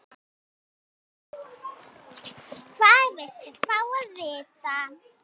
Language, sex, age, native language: Icelandic, female, 9, Icelandic